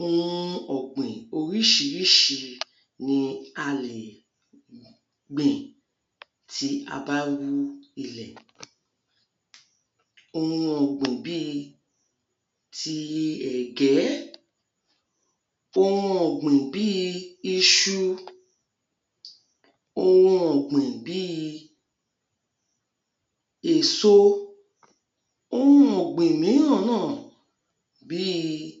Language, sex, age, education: Yoruba, female, 30-45, tertiary